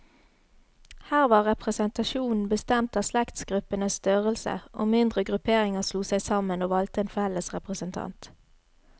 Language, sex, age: Norwegian, female, 33